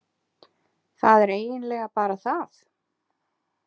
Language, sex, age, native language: Icelandic, female, 20-29, Icelandic